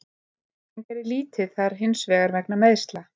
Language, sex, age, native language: Icelandic, female, 30-39, Icelandic